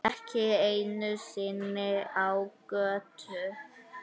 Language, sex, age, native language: Icelandic, male, 8, Icelandic